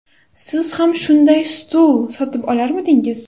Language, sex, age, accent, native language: Uzbek, female, under 19, Toshkent shahri, Uzbek